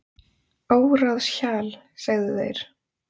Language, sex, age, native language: Icelandic, female, 30-39, Icelandic